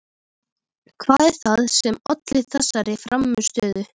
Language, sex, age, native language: Icelandic, female, 13, Icelandic